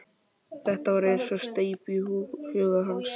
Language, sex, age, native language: Icelandic, male, 12, Icelandic